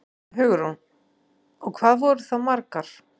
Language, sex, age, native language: Icelandic, female, 40-49, Icelandic